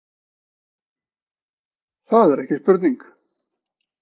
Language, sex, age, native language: Icelandic, male, 40-49, Icelandic